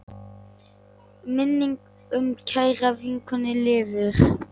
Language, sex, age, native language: Icelandic, male, 8, Icelandic